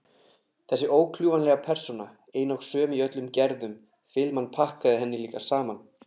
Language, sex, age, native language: Icelandic, male, 30-39, Icelandic